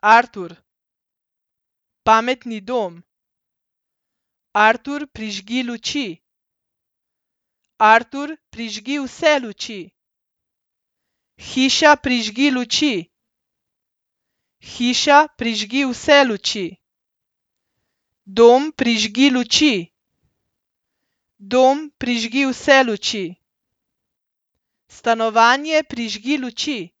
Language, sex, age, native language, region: Slovenian, female, 30-49, Slovenian, Central Slovenia